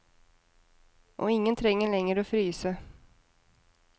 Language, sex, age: Norwegian, female, 30